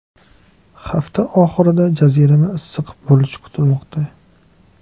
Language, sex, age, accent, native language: Uzbek, male, 18-24, Toshkent shahri, Uzbek